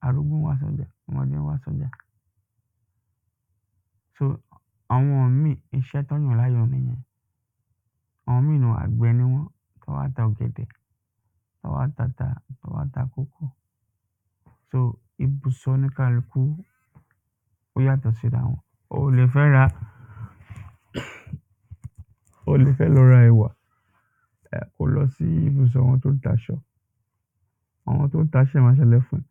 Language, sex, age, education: Yoruba, male, 30-45, secondary